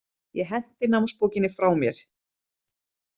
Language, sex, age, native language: Icelandic, female, 30-39, Icelandic